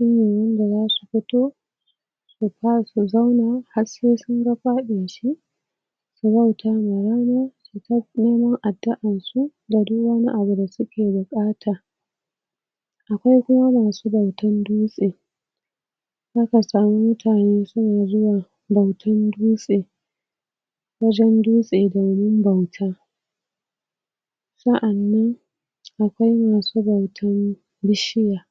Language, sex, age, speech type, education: Hausa, female, 30-45, spontaneous, tertiary